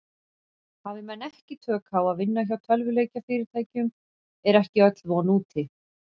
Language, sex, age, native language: Icelandic, female, 40-49, Icelandic